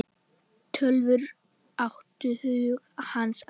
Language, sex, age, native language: Icelandic, male, 10, Icelandic